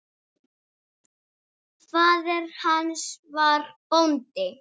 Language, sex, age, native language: Icelandic, female, 7, Icelandic